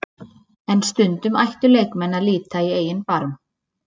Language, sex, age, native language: Icelandic, female, 30-39, Icelandic